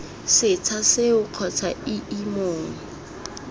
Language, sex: Tswana, female